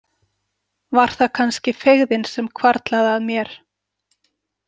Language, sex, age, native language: Icelandic, female, 40-49, Icelandic